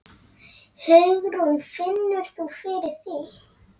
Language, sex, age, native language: Icelandic, female, 7, Icelandic